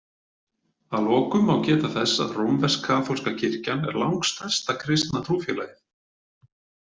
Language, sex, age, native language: Icelandic, male, 40-49, Icelandic